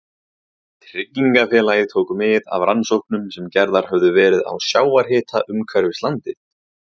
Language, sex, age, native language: Icelandic, male, 30-39, Icelandic